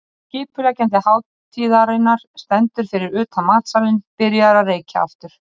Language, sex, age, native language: Icelandic, female, 30-39, Icelandic